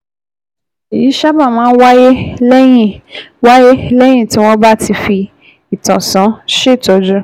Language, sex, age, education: Yoruba, female, 15-29, tertiary